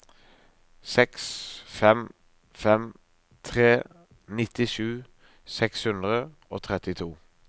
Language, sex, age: Norwegian, male, 23